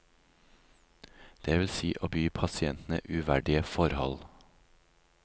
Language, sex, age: Norwegian, male, 36